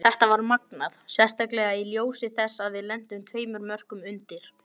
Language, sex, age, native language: Icelandic, male, 18-19, Icelandic